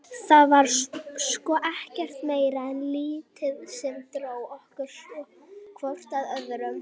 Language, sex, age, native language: Icelandic, female, 60-69, Icelandic